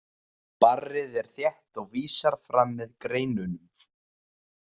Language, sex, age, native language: Icelandic, male, 20-29, Icelandic